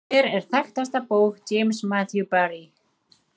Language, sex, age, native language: Icelandic, male, 30-39, Icelandic